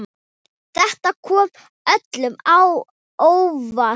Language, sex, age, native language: Icelandic, female, 10, Thai